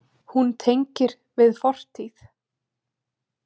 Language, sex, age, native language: Icelandic, female, 20-29, Icelandic